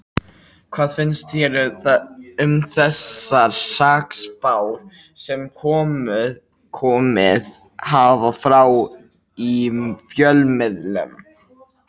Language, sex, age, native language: Icelandic, male, 18-19, Icelandic